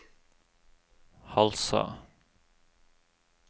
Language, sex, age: Norwegian, male, 36